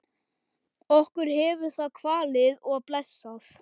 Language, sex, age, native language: Icelandic, male, 11, Icelandic